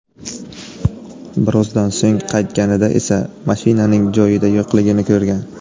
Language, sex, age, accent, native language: Uzbek, male, 18-24, Navoiy, Uzbek